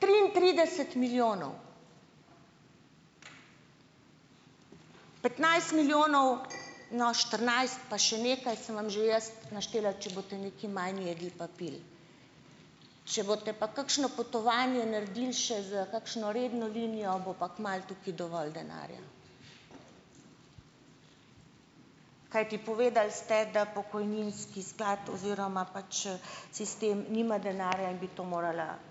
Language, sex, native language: Slovenian, female, Slovenian